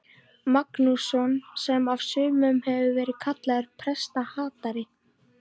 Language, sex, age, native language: Icelandic, female, 14, Icelandic